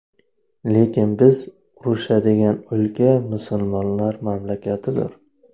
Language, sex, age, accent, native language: Uzbek, male, 25-34, Navoiy, Uzbek